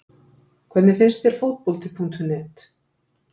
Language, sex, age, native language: Icelandic, female, 50-59, Icelandic